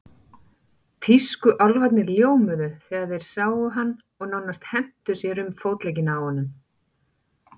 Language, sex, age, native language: Icelandic, female, 40-49, Icelandic